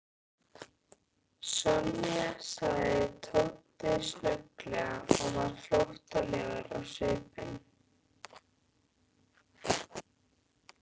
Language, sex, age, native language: Icelandic, female, 15, Icelandic